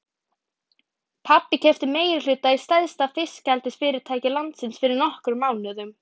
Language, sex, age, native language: Icelandic, female, 12, Icelandic